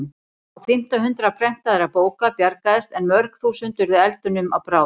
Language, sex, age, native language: Icelandic, female, 40-49, Icelandic